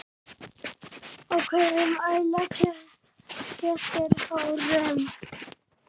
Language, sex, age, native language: Icelandic, male, 9, Icelandic